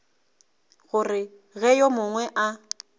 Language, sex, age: Northern Sotho, female, 24